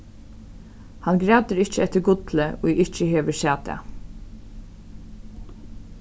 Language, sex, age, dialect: Faroese, female, 36-60, Suðurstreymoy